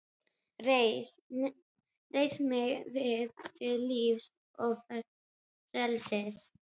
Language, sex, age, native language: Icelandic, female, 12, Icelandic